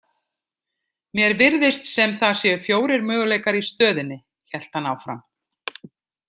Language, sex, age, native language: Icelandic, female, 50-59, Icelandic